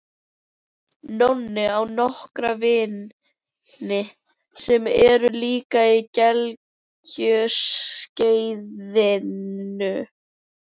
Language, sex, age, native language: Icelandic, other, 11, Icelandic